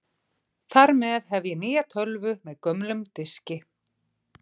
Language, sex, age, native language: Icelandic, female, 40-49, Icelandic